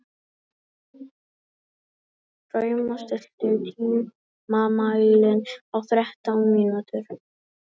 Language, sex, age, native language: Icelandic, female, 18-19, Icelandic